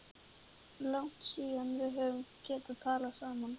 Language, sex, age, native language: Icelandic, male, 11, Icelandic